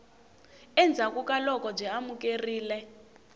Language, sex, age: Tsonga, female, 18